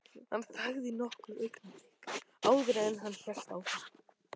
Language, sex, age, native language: Icelandic, male, 13, Icelandic